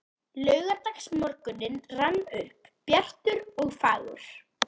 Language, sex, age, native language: Icelandic, female, 11, Icelandic